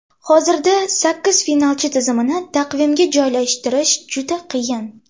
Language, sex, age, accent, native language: Uzbek, female, under 19, Toshkent shahri, Uzbek